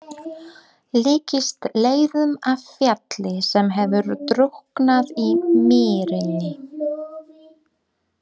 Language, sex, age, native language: Icelandic, female, 30-39, Polish